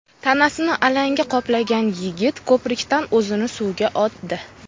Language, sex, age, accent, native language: Uzbek, female, 19-29, Farg'ona, Uzbek